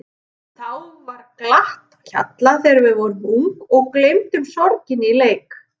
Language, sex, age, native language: Icelandic, female, 30-39, Icelandic